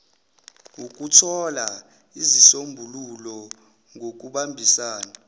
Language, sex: Zulu, male